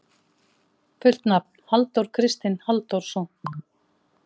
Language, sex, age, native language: Icelandic, female, 50-59, Icelandic